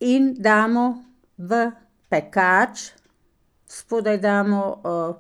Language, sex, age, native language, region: Slovenian, female, 60+, Slovenian, Pomurje region